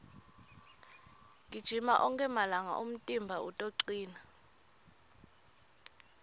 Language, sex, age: Swati, female, 23